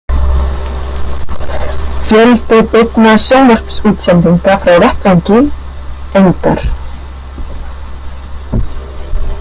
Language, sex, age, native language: Icelandic, female, 30-39, Icelandic